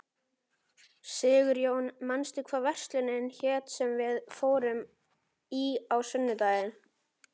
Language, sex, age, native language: Icelandic, male, 11, Icelandic